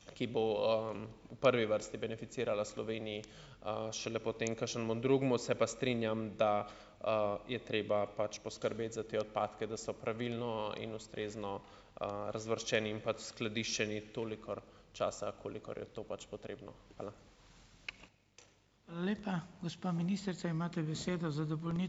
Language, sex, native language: Slovenian, male, Slovenian